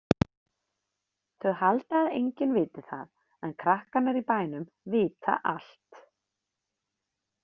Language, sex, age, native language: Icelandic, female, 30-39, Icelandic